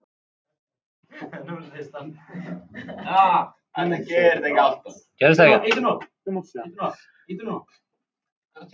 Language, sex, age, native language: Icelandic, male, 50-59, Icelandic